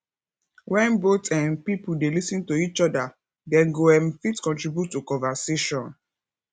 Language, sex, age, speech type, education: Nigerian Pidgin, female, 15-29, spontaneous, tertiary